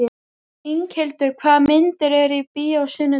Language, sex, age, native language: Icelandic, female, 12, Icelandic